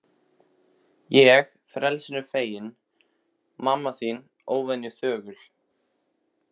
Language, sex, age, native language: Icelandic, male, 15, Icelandic